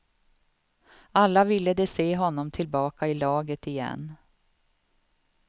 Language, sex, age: Swedish, female, 52